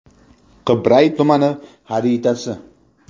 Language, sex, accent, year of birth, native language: Uzbek, male, Jizzax, 1999, Uzbek